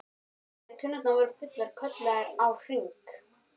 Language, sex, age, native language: Icelandic, male, 12, Icelandic